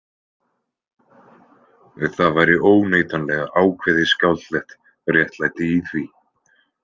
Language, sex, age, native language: Icelandic, male, 20-29, Icelandic